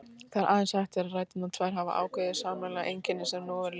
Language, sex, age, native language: Icelandic, female, 18-19, Icelandic